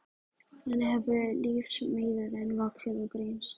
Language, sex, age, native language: Icelandic, female, 14, Icelandic